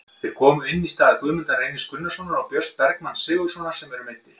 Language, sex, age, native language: Icelandic, male, 50-59, Icelandic